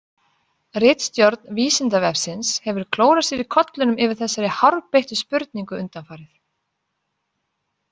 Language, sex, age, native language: Icelandic, female, 40-49, Icelandic